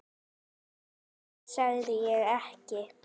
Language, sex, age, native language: Icelandic, female, 8, Icelandic